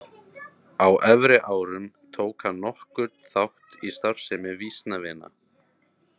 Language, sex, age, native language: Icelandic, male, 30-39, Icelandic